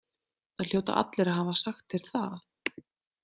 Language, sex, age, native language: Icelandic, female, 30-39, Icelandic